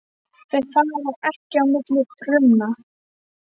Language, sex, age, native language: Icelandic, female, 12, Icelandic